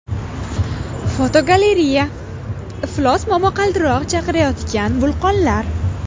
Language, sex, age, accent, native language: Uzbek, female, 18-24, Farg'ona, Uzbek